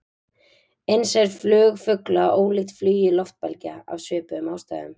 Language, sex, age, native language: Icelandic, female, 20-29, Icelandic